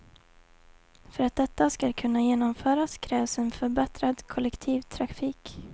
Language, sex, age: Swedish, female, 20